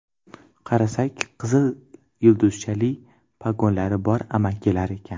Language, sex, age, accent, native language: Uzbek, male, 12-17, Toshkent shahri, Uzbek